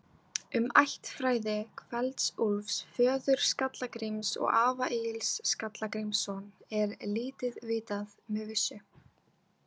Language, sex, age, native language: Icelandic, female, 18-19, Icelandic